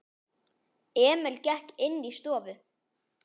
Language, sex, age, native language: Icelandic, female, 10, Icelandic